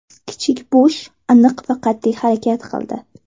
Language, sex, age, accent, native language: Uzbek, female, 18-24, Toshkent shahri, Uzbek